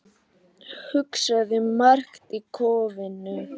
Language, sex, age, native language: Icelandic, other, 18-19, Icelandic